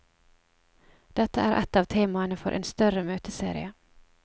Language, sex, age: Norwegian, female, 27